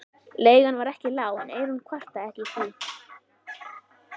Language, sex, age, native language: Icelandic, female, 11, Icelandic